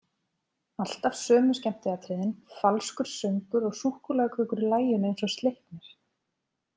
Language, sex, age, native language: Icelandic, female, 30-39, Icelandic